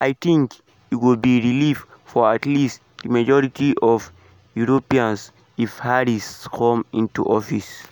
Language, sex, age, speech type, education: Nigerian Pidgin, male, 15-29, spontaneous, secondary